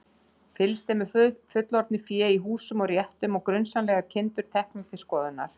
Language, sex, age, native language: Icelandic, female, 60-69, Icelandic